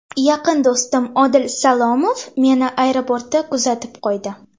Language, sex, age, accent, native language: Uzbek, female, under 19, Toshkent shahri, Uzbek